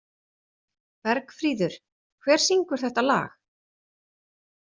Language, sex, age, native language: Icelandic, female, 40-49, Icelandic